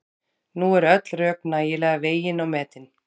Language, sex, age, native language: Icelandic, female, 30-39, Icelandic